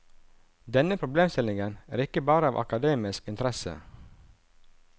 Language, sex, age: Norwegian, male, 37